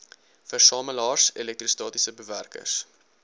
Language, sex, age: Afrikaans, male, 19